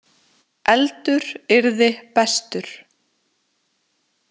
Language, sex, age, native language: Icelandic, female, 20-29, Icelandic